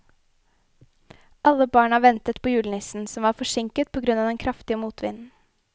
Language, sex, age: Norwegian, female, 21